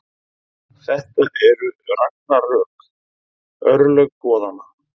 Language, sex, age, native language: Icelandic, male, 30-39, Icelandic